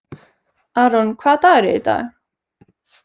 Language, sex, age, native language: Icelandic, female, 20-29, Icelandic